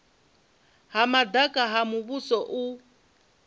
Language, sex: Venda, female